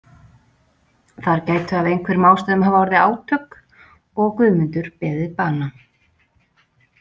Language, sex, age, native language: Icelandic, female, 40-49, Icelandic